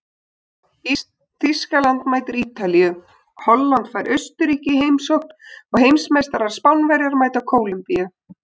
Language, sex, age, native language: Icelandic, female, 20-29, Icelandic